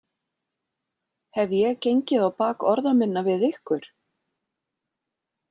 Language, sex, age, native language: Icelandic, female, 40-49, Icelandic